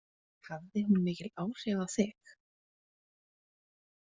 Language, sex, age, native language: Icelandic, female, 20-29, Icelandic